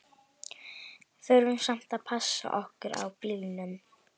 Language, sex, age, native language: Icelandic, female, 11, Icelandic